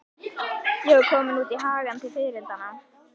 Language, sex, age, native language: Icelandic, female, 11, Icelandic